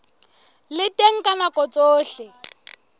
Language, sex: Southern Sotho, female